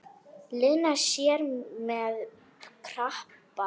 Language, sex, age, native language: Icelandic, female, 10, Polish